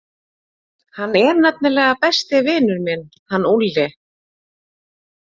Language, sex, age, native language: Icelandic, female, 40-49, Icelandic